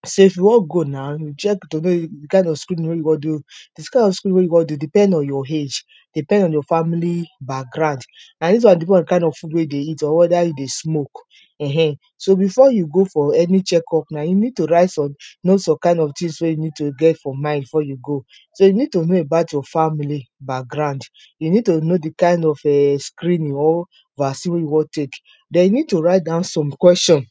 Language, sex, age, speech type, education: Nigerian Pidgin, female, 30-45, spontaneous, tertiary